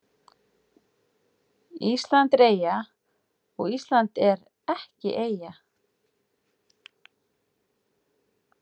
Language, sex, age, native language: Icelandic, female, 40-49, Icelandic